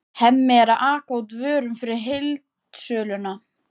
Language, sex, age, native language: Icelandic, female, 14, Icelandic